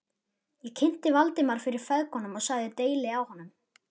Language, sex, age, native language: Icelandic, male, 11, Icelandic